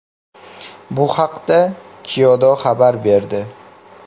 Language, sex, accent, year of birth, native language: Uzbek, male, Farg'ona, 2000, Uzbek